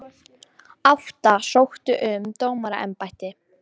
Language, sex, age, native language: Icelandic, female, 18-19, Icelandic